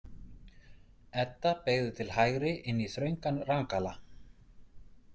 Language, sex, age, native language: Icelandic, male, 40-49, Icelandic